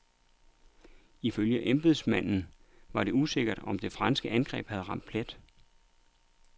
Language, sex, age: Danish, male, 39